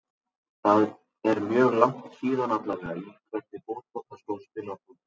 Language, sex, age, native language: Icelandic, male, 40-49, Icelandic